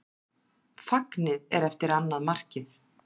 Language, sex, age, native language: Icelandic, female, 40-49, Icelandic